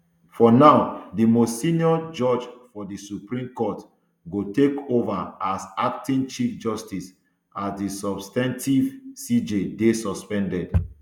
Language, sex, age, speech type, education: Nigerian Pidgin, male, 30-45, spontaneous, tertiary